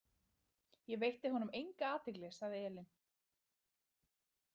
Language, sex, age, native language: Icelandic, female, 30-39, Icelandic